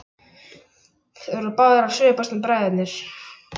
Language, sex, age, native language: Icelandic, male, 11, Icelandic